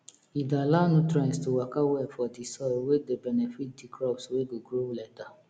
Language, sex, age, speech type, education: Nigerian Pidgin, female, 30-45, spontaneous, tertiary